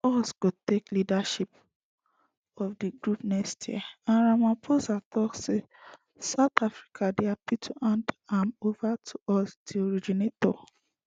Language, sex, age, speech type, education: Nigerian Pidgin, female, 15-29, spontaneous, secondary